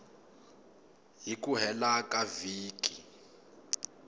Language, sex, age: Tsonga, male, 22